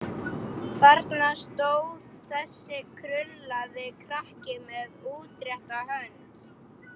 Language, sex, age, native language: Icelandic, female, 11, Icelandic